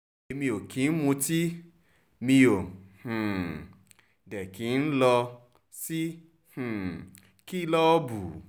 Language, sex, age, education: Yoruba, male, 30-45, tertiary